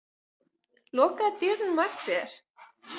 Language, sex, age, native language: Icelandic, female, 18-19, Icelandic